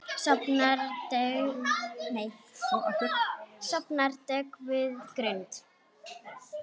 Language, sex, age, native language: Icelandic, female, 8, Icelandic